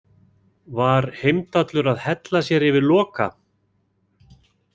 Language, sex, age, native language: Icelandic, male, 40-49, Icelandic